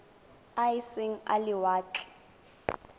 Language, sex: Tswana, female